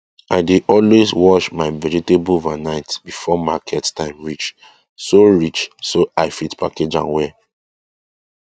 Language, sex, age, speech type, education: Nigerian Pidgin, male, 15-29, spontaneous, tertiary